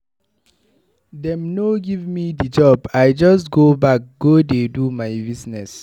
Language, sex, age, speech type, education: Nigerian Pidgin, male, 15-29, read, tertiary